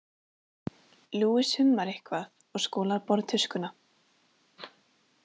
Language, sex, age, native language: Icelandic, female, 18-19, Icelandic